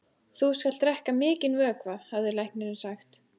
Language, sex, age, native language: Icelandic, female, 14, Icelandic